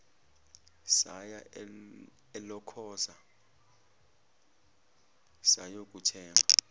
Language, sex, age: Zulu, male, 24